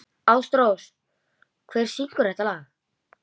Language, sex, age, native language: Icelandic, male, 11, Icelandic